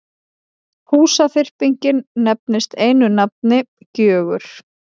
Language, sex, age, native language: Icelandic, female, 30-39, Icelandic